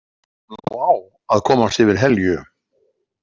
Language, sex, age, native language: Icelandic, male, 60-69, Icelandic